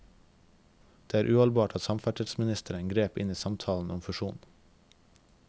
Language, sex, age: Norwegian, male, 21